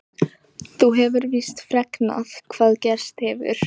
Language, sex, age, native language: Icelandic, female, 13, Icelandic